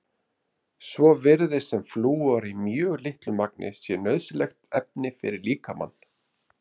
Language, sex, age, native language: Icelandic, male, 30-39, Icelandic